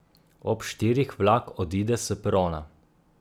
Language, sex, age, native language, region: Slovenian, male, 30-49, Slovenian, Gorica region